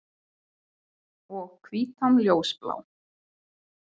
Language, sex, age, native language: Icelandic, female, 20-29, Icelandic